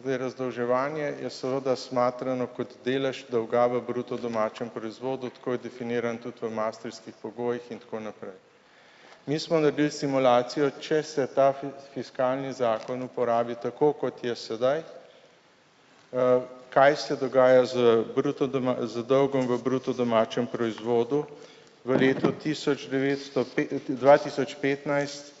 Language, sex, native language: Slovenian, male, Slovenian